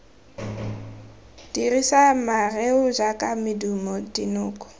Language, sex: Tswana, female